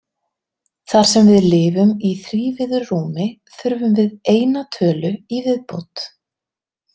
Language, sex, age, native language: Icelandic, female, 30-39, Icelandic